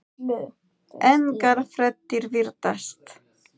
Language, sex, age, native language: Icelandic, female, 9, Icelandic